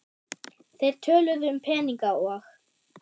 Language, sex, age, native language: Icelandic, female, 10, German